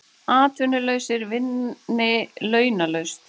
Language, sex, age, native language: Icelandic, female, 40-49, Icelandic